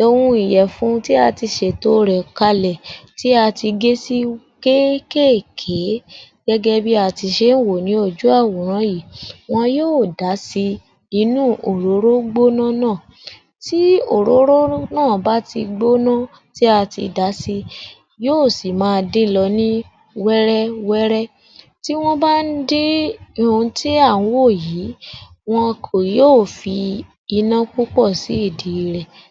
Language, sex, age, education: Yoruba, female, 30-45, tertiary